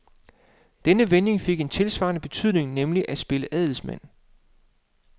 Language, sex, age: Danish, male, 35